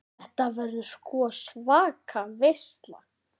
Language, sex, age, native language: Icelandic, female, 9, Icelandic